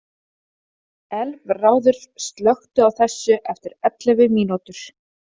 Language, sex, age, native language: Icelandic, female, 30-39, Icelandic